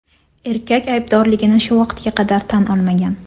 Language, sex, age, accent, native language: Uzbek, female, 25-34, Toshkent shahri, Uzbek